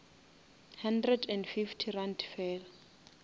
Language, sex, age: Northern Sotho, female, 27